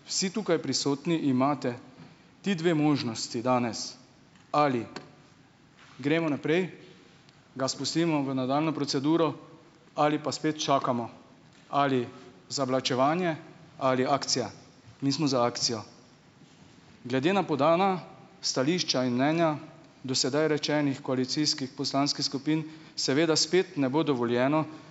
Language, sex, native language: Slovenian, male, Slovenian